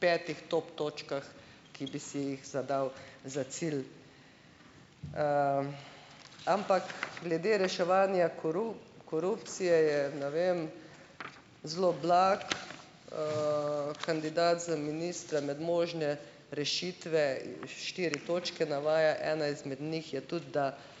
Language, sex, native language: Slovenian, female, Slovenian